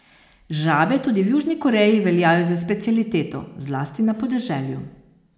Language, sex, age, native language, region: Slovenian, female, 50-59, Slovenian, Posavska region